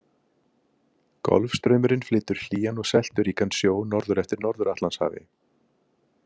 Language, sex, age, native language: Icelandic, male, 50-59, Icelandic